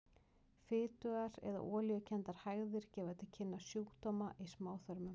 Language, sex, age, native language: Icelandic, female, 40-49, Icelandic